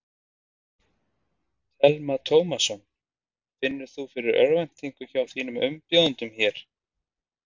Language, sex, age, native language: Icelandic, male, 30-39, Icelandic